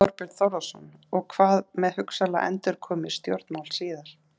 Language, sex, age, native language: Icelandic, female, 30-39, Icelandic